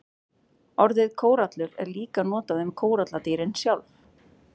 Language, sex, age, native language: Icelandic, female, 30-39, Icelandic